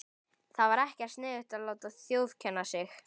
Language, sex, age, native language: Icelandic, female, 11, Icelandic